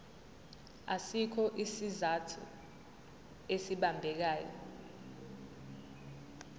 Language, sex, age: Zulu, female, 20